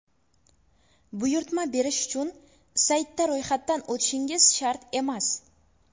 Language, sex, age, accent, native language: Uzbek, female, under 19, Buxoro, Uzbek